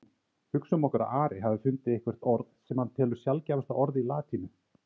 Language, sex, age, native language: Icelandic, male, 30-39, Icelandic